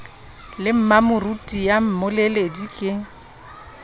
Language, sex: Southern Sotho, female